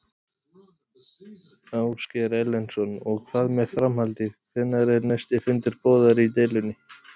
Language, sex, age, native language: Icelandic, male, 30-39, Icelandic